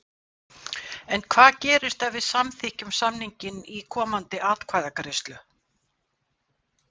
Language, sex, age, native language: Icelandic, female, 60-69, Icelandic